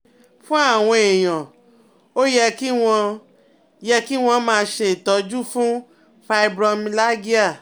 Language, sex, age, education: Yoruba, female, 30-45, tertiary